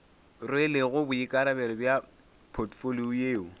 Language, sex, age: Northern Sotho, male, 24